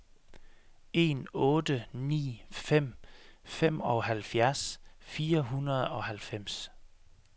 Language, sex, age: Danish, male, 33